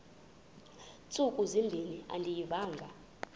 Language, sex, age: Xhosa, female, 26